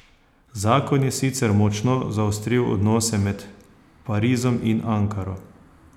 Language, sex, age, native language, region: Slovenian, male, 30-49, Slovenian, Posavska region